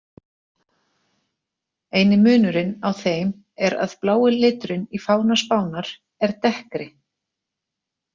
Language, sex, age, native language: Icelandic, female, 40-49, Icelandic